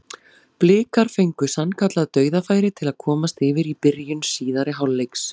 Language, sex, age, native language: Icelandic, female, 40-49, Icelandic